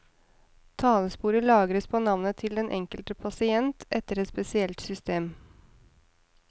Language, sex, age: Norwegian, female, 30